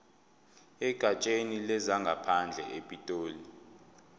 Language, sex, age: Zulu, male, 22